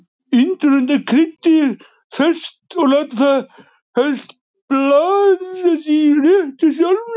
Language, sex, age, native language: Icelandic, male, 40-49, Icelandic